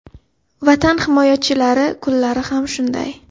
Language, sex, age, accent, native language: Uzbek, female, 18-24, Xorazm, Uzbek